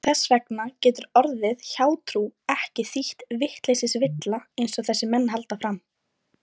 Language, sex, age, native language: Icelandic, female, 20-29, Icelandic